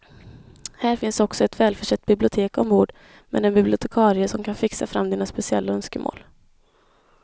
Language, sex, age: Swedish, female, 21